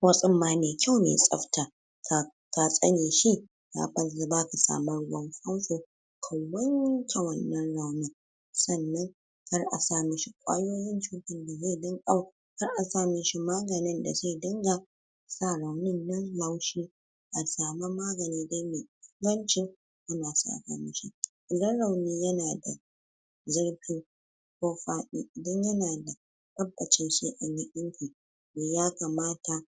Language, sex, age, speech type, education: Hausa, female, 60+, spontaneous, tertiary